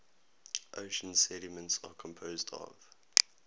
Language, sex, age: English, male, 19